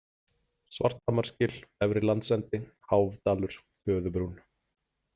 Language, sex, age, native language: Icelandic, male, 40-49, Icelandic